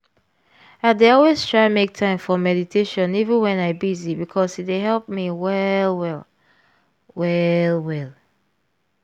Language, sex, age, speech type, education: Nigerian Pidgin, female, 15-29, spontaneous, tertiary